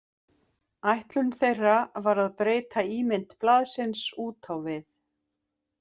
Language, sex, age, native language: Icelandic, female, 50-59, Icelandic